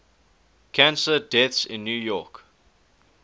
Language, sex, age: English, male, 19